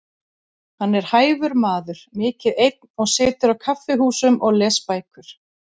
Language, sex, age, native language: Icelandic, female, 30-39, Icelandic